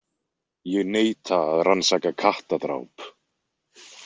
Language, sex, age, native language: Icelandic, male, 20-29, Icelandic